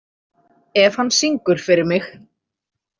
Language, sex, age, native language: Icelandic, female, 30-39, Icelandic